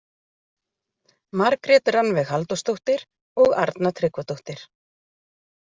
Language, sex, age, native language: Icelandic, female, 40-49, Icelandic